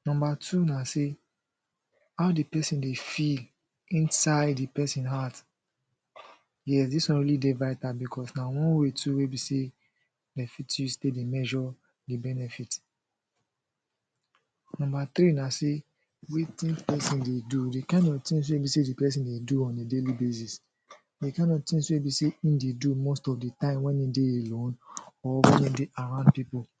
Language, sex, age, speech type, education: Nigerian Pidgin, male, 15-29, spontaneous, secondary